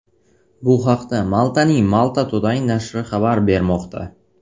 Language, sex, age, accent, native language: Uzbek, male, 18-24, Toshkent shahri, Uzbek